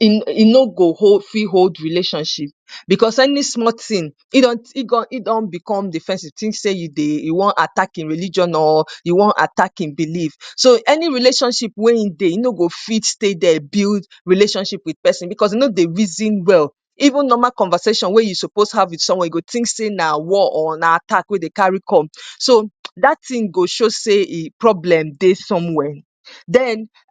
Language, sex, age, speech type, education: Nigerian Pidgin, female, 30-45, spontaneous, tertiary